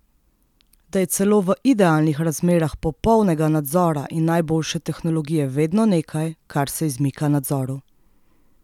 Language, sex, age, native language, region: Slovenian, female, 30-49, Slovenian, Central Slovenia